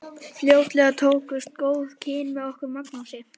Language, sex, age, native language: Icelandic, male, 11, Icelandic